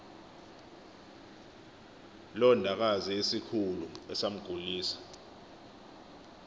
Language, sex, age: Xhosa, male, 24